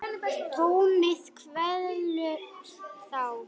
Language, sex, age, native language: Icelandic, male, 9, Icelandic